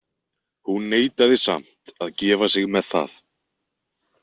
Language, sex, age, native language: Icelandic, male, 20-29, Icelandic